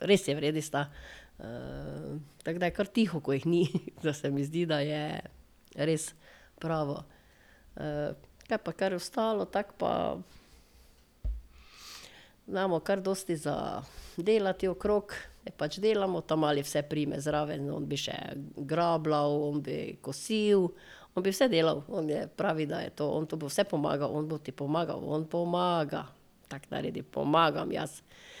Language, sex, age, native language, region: Slovenian, female, 50-59, Slovenian, Drava region